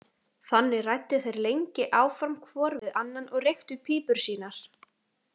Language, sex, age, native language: Icelandic, female, 18-19, Icelandic